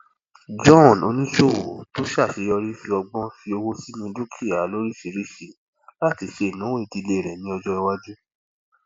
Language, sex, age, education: Yoruba, male, 30-45, tertiary